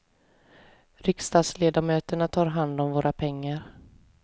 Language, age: Swedish, 20